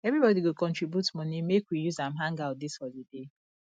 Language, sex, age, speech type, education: Nigerian Pidgin, female, 30-45, spontaneous, tertiary